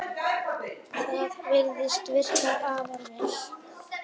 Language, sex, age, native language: Icelandic, male, 8, Icelandic